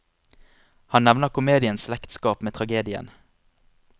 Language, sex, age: Norwegian, male, 25